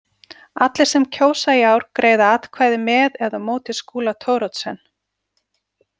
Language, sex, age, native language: Icelandic, female, 40-49, Icelandic